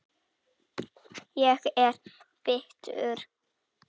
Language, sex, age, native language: Icelandic, female, 6, Icelandic